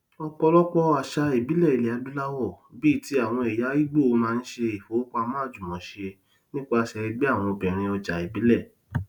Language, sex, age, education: Yoruba, male, 30-45, tertiary